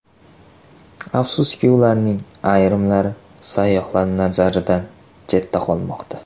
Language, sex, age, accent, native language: Uzbek, male, 18-24, Toshkent shahri, Uzbek